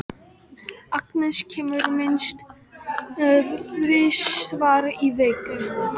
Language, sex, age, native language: Icelandic, female, 12, Icelandic